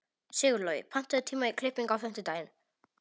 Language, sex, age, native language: Icelandic, male, 18-19, Polish